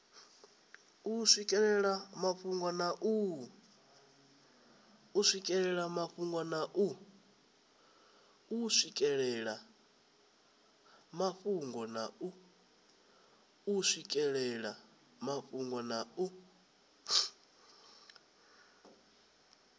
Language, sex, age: Venda, male, 20